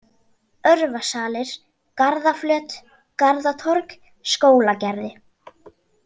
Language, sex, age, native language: Icelandic, female, 40-49, Icelandic